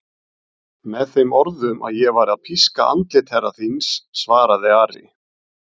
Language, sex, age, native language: Icelandic, male, 40-49, Icelandic